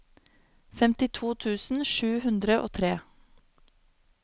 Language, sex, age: Norwegian, female, 26